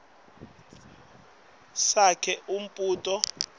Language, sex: Swati, male